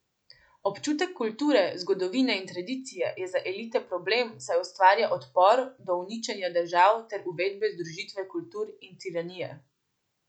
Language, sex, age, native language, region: Slovenian, female, 18-29, Slovenian, Central Slovenia